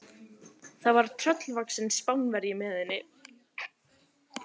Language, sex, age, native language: Icelandic, female, 15, Icelandic